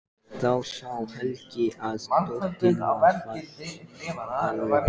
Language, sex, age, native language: Icelandic, male, 14, Icelandic